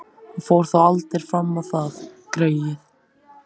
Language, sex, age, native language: Icelandic, male, 14, Icelandic